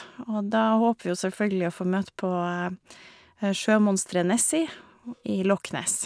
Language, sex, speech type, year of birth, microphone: Norwegian, female, spontaneous, 1973, Shure